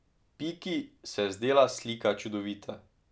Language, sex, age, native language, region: Slovenian, male, 18-29, Slovenian, Drava region